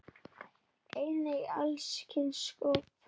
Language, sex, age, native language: Icelandic, female, 10, Icelandic